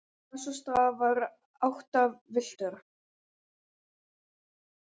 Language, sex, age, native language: Icelandic, male, 11, Icelandic